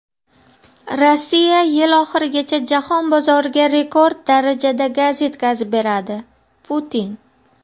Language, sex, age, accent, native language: Uzbek, female, 30-39, Farg'ona, Uzbek